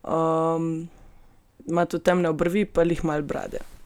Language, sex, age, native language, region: Slovenian, female, 18-29, Slovenian, Gorenjska region